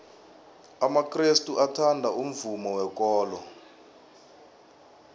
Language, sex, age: South Ndebele, male, 24